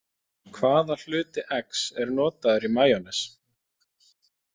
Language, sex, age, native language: Icelandic, male, 20-29, Icelandic